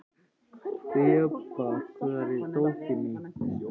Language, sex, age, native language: Icelandic, male, 14, Icelandic